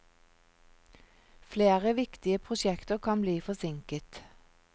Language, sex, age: Norwegian, female, 46